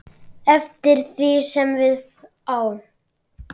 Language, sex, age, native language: Icelandic, male, 9, Icelandic